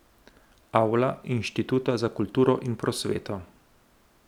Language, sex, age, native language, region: Slovenian, male, 30-49, Slovenian, Central Slovenia